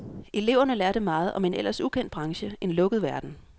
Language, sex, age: Danish, female, 26